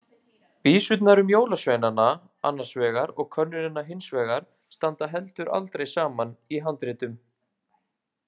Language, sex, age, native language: Icelandic, male, 20-29, Icelandic